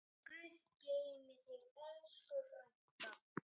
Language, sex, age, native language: Icelandic, female, 7, Icelandic